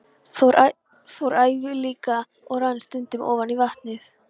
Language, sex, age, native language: Icelandic, female, 13, Polish